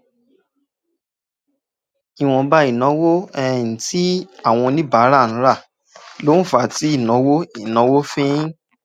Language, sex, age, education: Yoruba, male, 30-45, tertiary